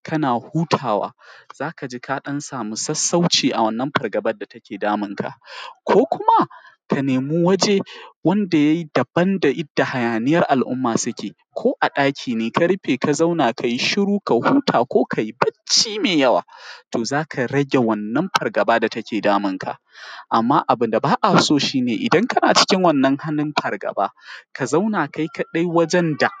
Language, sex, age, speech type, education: Hausa, male, 15-29, spontaneous, primary